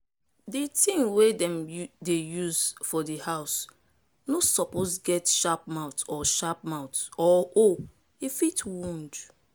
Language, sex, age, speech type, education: Nigerian Pidgin, female, 30-45, spontaneous, tertiary